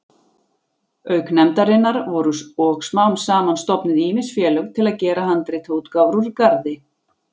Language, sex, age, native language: Icelandic, female, 40-49, Icelandic